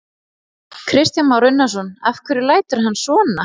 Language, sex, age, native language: Icelandic, female, 30-39, Icelandic